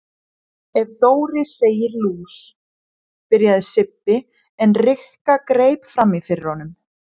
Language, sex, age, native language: Icelandic, female, 20-29, Icelandic